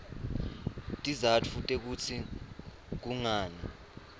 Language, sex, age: Swati, male, 23